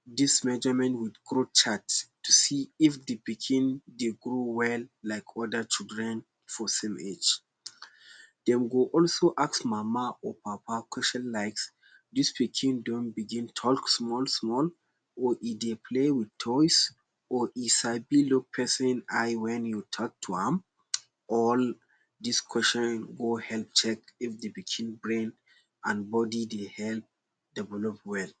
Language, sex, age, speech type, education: Nigerian Pidgin, male, 15-29, spontaneous, tertiary